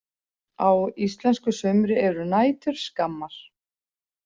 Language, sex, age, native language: Icelandic, female, 40-49, Icelandic